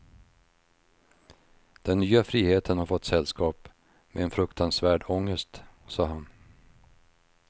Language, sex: Swedish, male